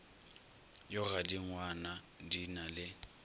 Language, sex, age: Northern Sotho, male, 22